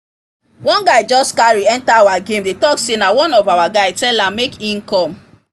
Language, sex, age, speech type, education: Nigerian Pidgin, female, 30-45, spontaneous, tertiary